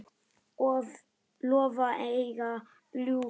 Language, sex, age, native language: Icelandic, male, 9, Icelandic